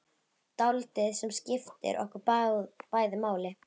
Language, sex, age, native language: Icelandic, female, 11, Icelandic